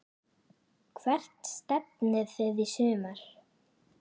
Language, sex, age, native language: Icelandic, female, 9, Icelandic